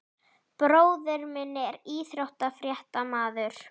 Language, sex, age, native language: Icelandic, female, 11, Icelandic